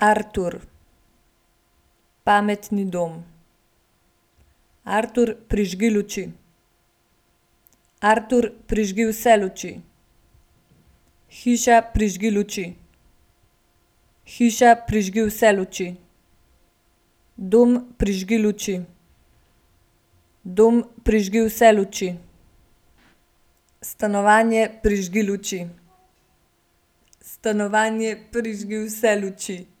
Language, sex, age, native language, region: Slovenian, female, 18-29, Slovenian, Gorenjska region